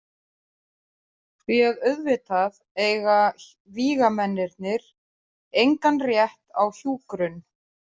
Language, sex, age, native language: Icelandic, female, 30-39, Icelandic